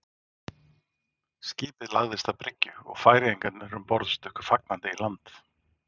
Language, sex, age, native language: Icelandic, male, 40-49, Icelandic